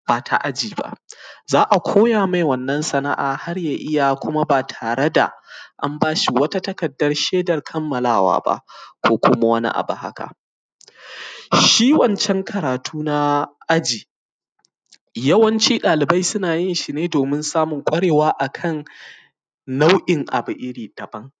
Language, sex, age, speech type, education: Hausa, male, 15-29, spontaneous, primary